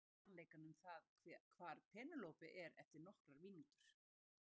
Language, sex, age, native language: Icelandic, female, 60-69, Icelandic